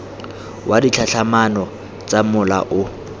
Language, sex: Tswana, male